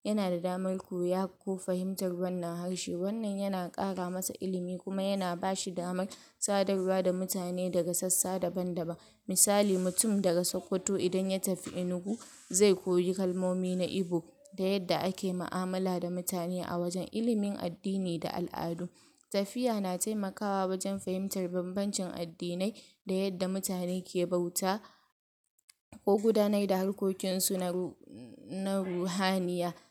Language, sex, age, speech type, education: Hausa, female, 46-60, spontaneous, tertiary